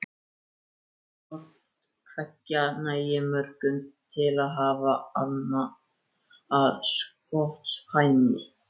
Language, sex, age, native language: Icelandic, male, 14, Icelandic